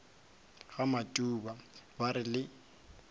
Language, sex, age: Northern Sotho, male, 23